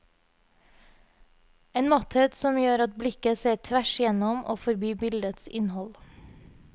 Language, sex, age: Norwegian, female, 30